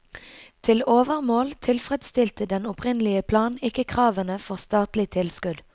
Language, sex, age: Norwegian, female, 22